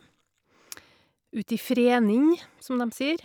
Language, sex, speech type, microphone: Norwegian, female, spontaneous, Shure